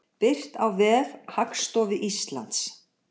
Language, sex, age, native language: Icelandic, female, 60-69, Icelandic